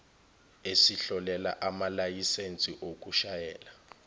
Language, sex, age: Zulu, male, 21